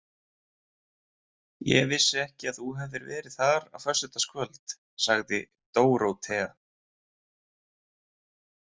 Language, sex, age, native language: Icelandic, male, 20-29, Icelandic